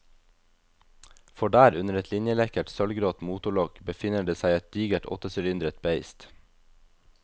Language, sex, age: Norwegian, male, 22